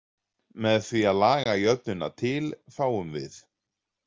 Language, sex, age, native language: Icelandic, male, 40-49, Icelandic